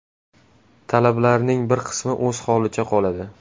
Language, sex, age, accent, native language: Uzbek, male, 18-24, Toshkent shahri, Uzbek